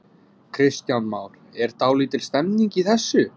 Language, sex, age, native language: Icelandic, male, 20-29, English